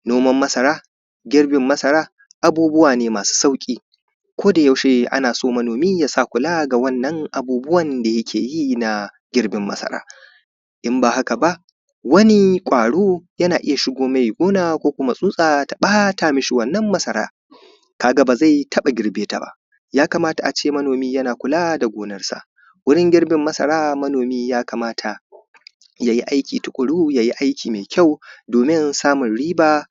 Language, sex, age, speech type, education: Hausa, male, 15-29, spontaneous, primary